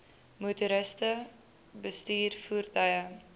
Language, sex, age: Afrikaans, female, 20